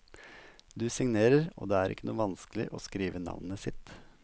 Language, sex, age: Norwegian, male, 27